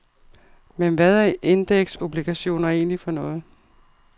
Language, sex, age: Danish, female, 52